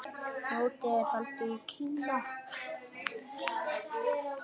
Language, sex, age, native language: Icelandic, female, 8, Icelandic